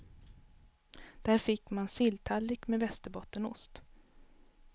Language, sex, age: Swedish, female, 32